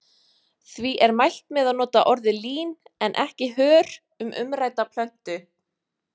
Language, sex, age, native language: Icelandic, female, 20-29, Icelandic